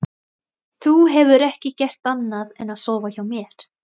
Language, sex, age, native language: Icelandic, female, 20-29, Thai